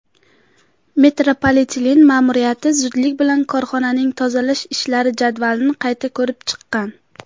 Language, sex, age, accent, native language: Uzbek, female, 19-29, Qashqadaryo, Uzbek